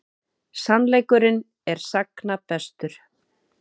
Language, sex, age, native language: Icelandic, female, 30-39, Icelandic